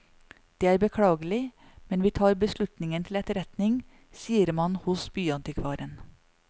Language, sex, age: Norwegian, female, 40